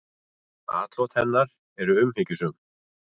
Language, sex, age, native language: Icelandic, male, 40-49, Icelandic